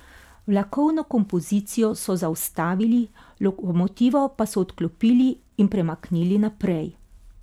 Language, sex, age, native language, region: Slovenian, female, 50-59, Slovenian, Carinthia region